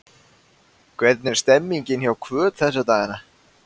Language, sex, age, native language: Icelandic, male, 20-29, Icelandic